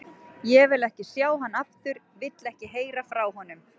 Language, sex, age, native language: Icelandic, female, 40-49, Icelandic